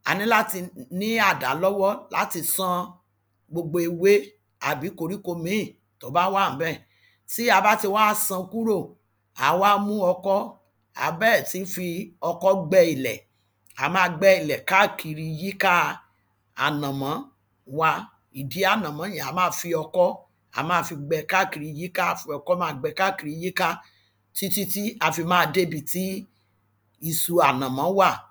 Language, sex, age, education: Yoruba, female, 46-60, tertiary